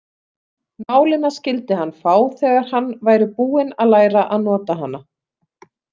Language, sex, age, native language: Icelandic, female, 30-39, Icelandic